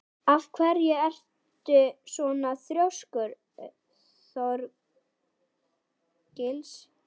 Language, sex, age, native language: Icelandic, female, 12, Icelandic